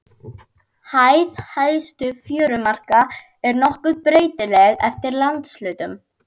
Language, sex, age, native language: Icelandic, female, 12, Icelandic